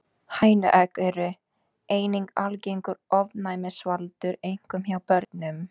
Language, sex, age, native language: Icelandic, female, 18-19, Icelandic